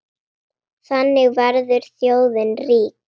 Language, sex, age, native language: Icelandic, female, 9, Icelandic